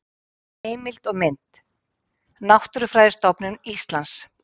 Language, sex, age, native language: Icelandic, female, 50-59, Icelandic